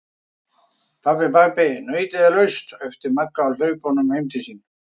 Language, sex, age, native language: Icelandic, male, 50-59, Icelandic